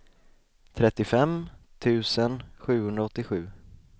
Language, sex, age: Swedish, male, 20